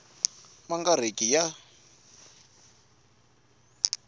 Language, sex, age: Tsonga, male, 22